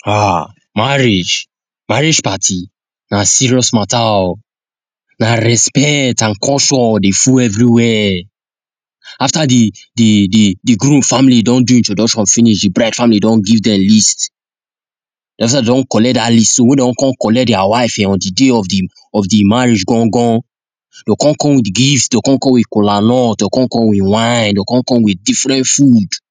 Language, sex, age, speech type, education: Nigerian Pidgin, male, 15-29, spontaneous, tertiary